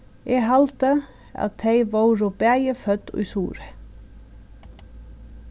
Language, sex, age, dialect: Faroese, female, 36-60, Suðurstreymoy